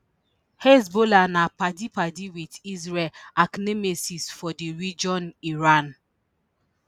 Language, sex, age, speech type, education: Nigerian Pidgin, female, 30-45, spontaneous, tertiary